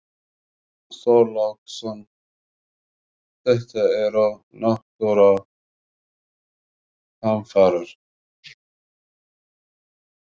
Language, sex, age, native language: Icelandic, male, 40-49, Arabic